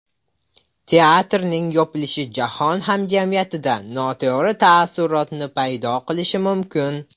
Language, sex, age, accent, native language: Uzbek, male, under 19, Buxoro, Uzbek